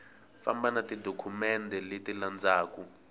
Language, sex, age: Tsonga, male, 18